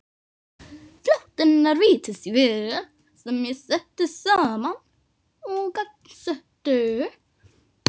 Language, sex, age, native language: Icelandic, female, 18-19, Norwegian